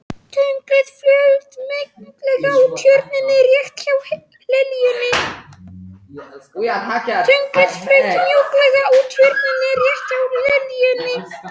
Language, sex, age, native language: Icelandic, male, 40-49, Polish